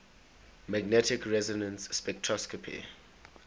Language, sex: English, male